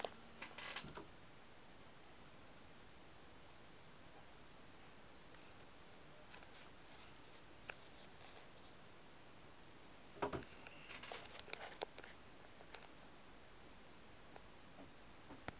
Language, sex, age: Afrikaans, male, 22